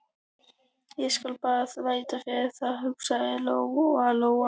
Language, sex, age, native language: Icelandic, female, 12, Icelandic